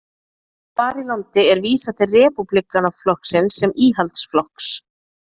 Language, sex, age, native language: Icelandic, female, 30-39, Icelandic